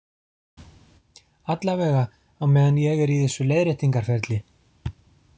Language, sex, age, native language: Icelandic, male, 40-49, Icelandic